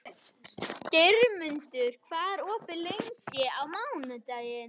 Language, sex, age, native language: Icelandic, female, 21, Icelandic